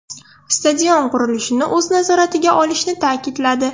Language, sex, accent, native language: Uzbek, female, Surxondaryo, Russian